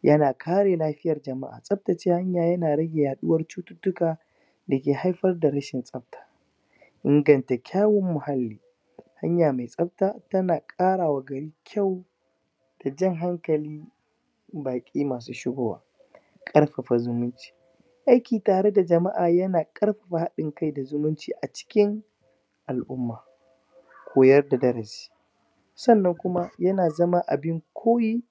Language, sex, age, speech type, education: Hausa, male, 15-29, spontaneous, primary